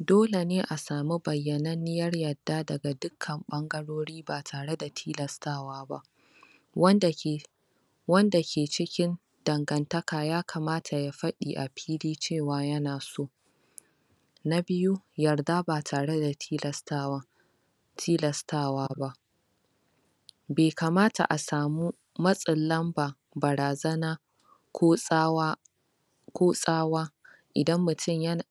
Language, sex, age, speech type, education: Hausa, female, 46-60, spontaneous, tertiary